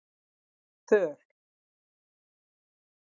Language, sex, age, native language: Icelandic, female, 50-59, Icelandic